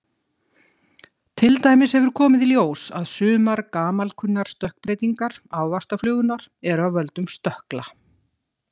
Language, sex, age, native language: Icelandic, female, 60-69, Icelandic